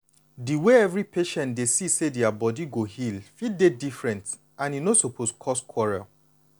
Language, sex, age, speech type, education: Nigerian Pidgin, male, 30-45, spontaneous, tertiary